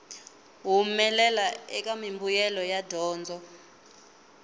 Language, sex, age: Tsonga, female, 19